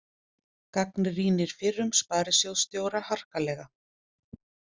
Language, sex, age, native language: Icelandic, female, 40-49, Icelandic